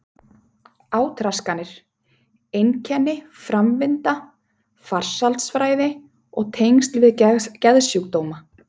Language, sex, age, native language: Icelandic, female, 30-39, Icelandic